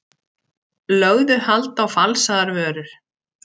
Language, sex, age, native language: Icelandic, female, 60-69, Icelandic